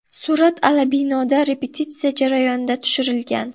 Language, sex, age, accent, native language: Uzbek, female, under 19, Buxoro, Uzbek